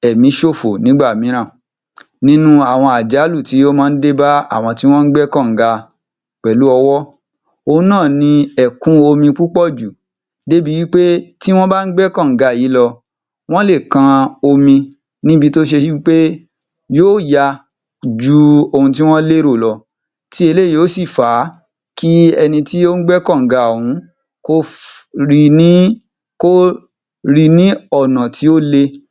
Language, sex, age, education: Yoruba, male, 30-45, tertiary